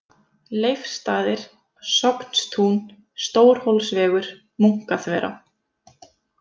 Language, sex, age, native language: Icelandic, female, 30-39, Icelandic